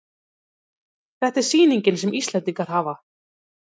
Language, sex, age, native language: Icelandic, female, 30-39, Icelandic